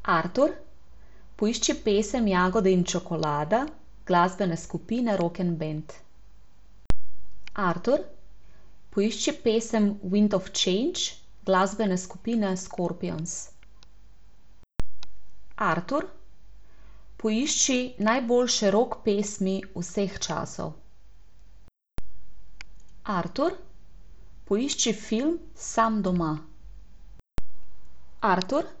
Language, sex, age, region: Slovenian, female, 18-29, Abroad